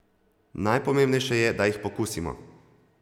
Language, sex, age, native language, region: Slovenian, male, 30-49, Slovenian, Zasavska region